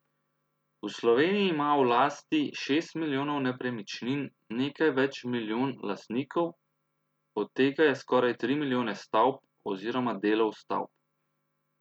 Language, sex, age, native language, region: Slovenian, male, 30-49, Slovenian, Central Slovenia